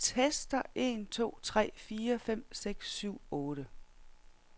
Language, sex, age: Danish, female, 46